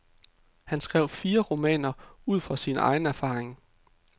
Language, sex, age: Danish, male, 33